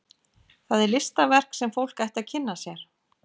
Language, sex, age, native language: Icelandic, female, 50-59, Icelandic